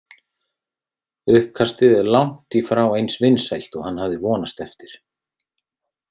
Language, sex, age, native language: Icelandic, male, 30-39, Icelandic